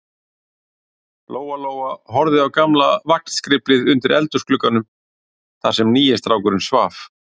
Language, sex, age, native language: Icelandic, male, 40-49, Icelandic